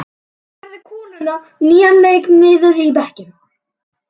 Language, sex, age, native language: Icelandic, male, 11, Icelandic